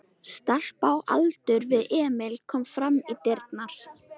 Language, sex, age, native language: Icelandic, female, 13, Icelandic